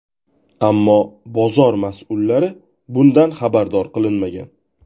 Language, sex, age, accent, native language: Uzbek, male, 18-24, Toshkent viloyati, Uzbek